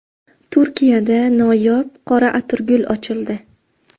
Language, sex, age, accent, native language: Uzbek, female, 25-34, Farg'ona, Uzbek